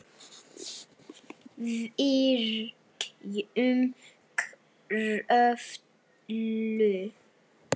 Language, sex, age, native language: Icelandic, female, 7, Icelandic